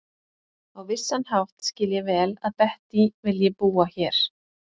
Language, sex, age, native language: Icelandic, female, 40-49, Icelandic